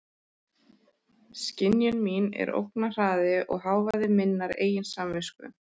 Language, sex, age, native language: Icelandic, male, 13, Icelandic